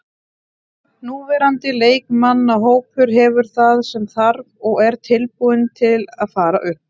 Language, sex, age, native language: Icelandic, female, 30-39, Icelandic